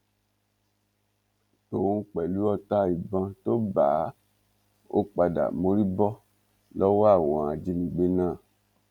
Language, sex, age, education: Yoruba, male, 46-60, tertiary